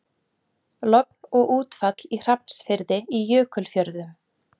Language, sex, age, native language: Icelandic, female, 40-49, Icelandic